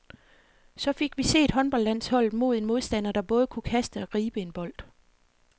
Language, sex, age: Danish, female, 40